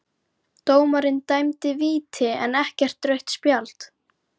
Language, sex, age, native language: Icelandic, female, 11, Icelandic